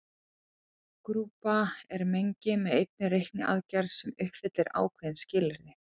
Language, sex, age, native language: Icelandic, female, 40-49, Icelandic